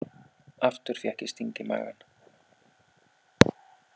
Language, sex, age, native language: Icelandic, male, 40-49, Icelandic